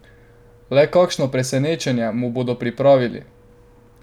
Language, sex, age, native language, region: Slovenian, male, 12-17, Slovenian, Drava region